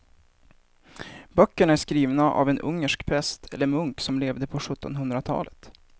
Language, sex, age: Swedish, male, 23